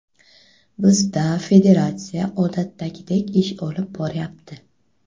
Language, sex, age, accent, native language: Uzbek, female, 25-34, Buxoro, Uzbek